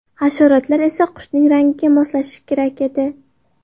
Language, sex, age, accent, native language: Uzbek, female, 18-24, Farg'ona, Uzbek